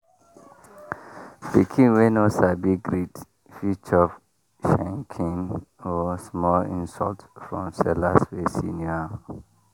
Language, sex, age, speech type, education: Nigerian Pidgin, male, 30-45, spontaneous, tertiary